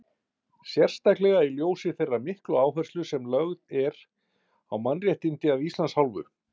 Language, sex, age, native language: Icelandic, male, 50-59, Icelandic